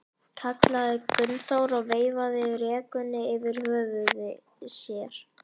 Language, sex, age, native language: Icelandic, male, 11, Icelandic